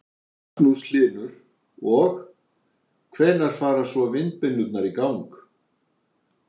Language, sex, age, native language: Icelandic, male, 60-69, Icelandic